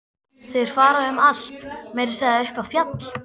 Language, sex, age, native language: Icelandic, female, 12, Icelandic